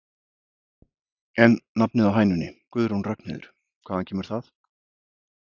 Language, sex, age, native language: Icelandic, male, 50-59, Icelandic